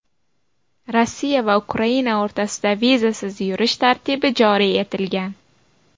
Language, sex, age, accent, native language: Uzbek, female, 19-29, Buxoro, Uzbek